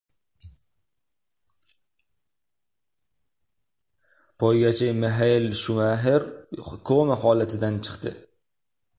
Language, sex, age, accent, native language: Uzbek, male, 18-24, Toshkent shahri, Uzbek